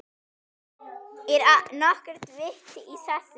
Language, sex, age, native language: Icelandic, male, 9, Icelandic